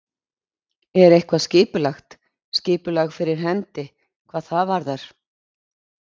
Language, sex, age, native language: Icelandic, female, 60-69, Icelandic